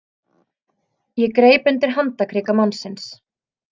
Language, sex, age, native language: Icelandic, female, 30-39, Icelandic